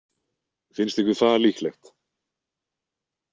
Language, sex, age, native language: Icelandic, male, 20-29, Icelandic